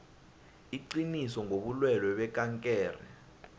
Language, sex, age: South Ndebele, male, 19